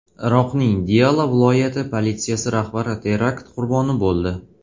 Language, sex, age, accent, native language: Uzbek, male, 18-24, Toshkent shahri, Uzbek